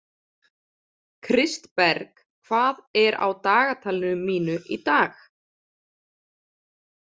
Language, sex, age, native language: Icelandic, female, 20-29, Icelandic